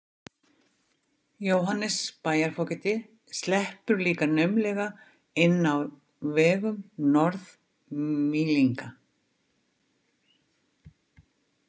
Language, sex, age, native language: Icelandic, female, 50-59, Icelandic